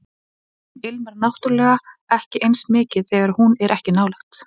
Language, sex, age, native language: Icelandic, female, 20-29, Icelandic